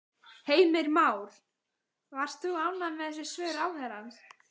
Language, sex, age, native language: Icelandic, female, 14, Icelandic